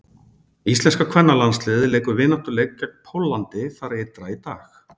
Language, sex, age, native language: Icelandic, male, 40-49, Icelandic